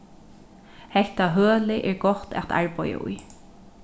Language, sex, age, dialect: Faroese, female, 36-60, Norðurstreymoy/Eysturoy